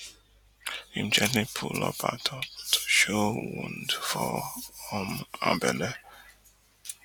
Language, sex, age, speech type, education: Nigerian Pidgin, male, 30-45, spontaneous, tertiary